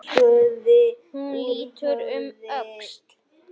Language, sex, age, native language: Icelandic, male, 9, Icelandic